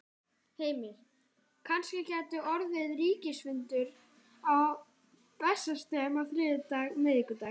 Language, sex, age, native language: Icelandic, male, 14, Icelandic